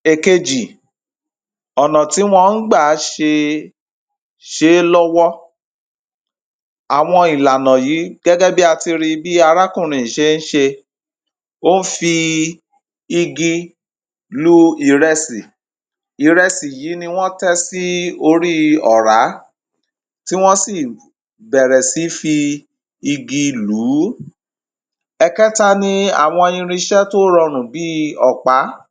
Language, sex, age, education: Yoruba, male, 30-45, primary